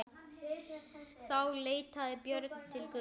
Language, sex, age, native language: Icelandic, male, 10, Icelandic